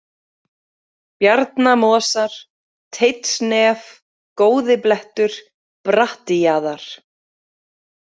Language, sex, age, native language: Icelandic, female, 40-49, Icelandic